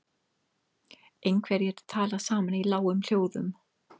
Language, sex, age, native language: Icelandic, female, 50-59, English